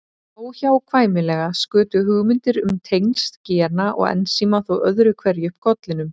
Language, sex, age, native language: Icelandic, female, 30-39, Icelandic